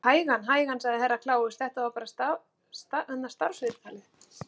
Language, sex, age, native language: Icelandic, female, 40-49, Icelandic